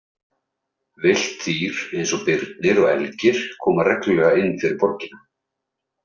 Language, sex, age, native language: Icelandic, male, 30-39, Icelandic